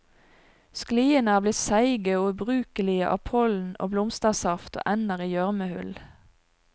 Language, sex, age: Norwegian, female, 42